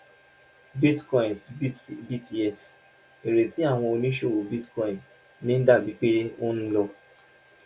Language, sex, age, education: Yoruba, male, 15-29, tertiary